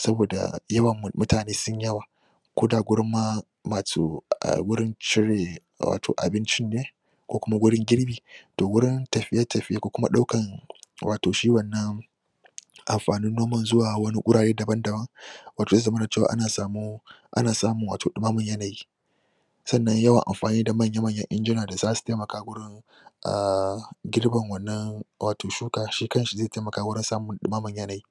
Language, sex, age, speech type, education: Hausa, male, 15-29, spontaneous, tertiary